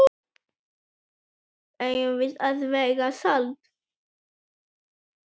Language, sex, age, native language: Icelandic, male, 18-19, Icelandic